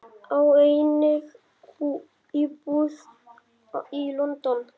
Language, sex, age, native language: Icelandic, male, 9, Icelandic